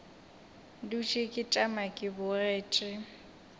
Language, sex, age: Northern Sotho, female, 22